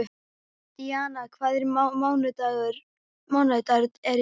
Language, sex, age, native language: Icelandic, female, 12, Icelandic